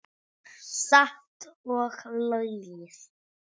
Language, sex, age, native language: Icelandic, male, 6, Icelandic